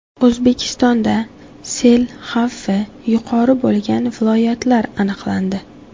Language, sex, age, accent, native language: Uzbek, female, 18-24, Samarqand, Uzbek